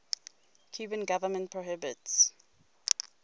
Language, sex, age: English, female, 22